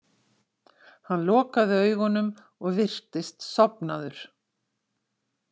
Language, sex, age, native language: Icelandic, female, 60-69, Icelandic